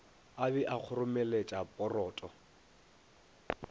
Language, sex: Northern Sotho, male